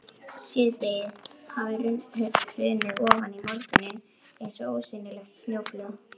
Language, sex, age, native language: Icelandic, male, 11, Icelandic